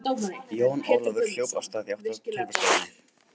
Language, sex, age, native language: Icelandic, male, 18-19, Icelandic